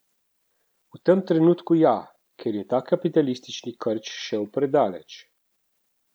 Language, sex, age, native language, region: Slovenian, male, 30-49, Slovenian, Central Slovenia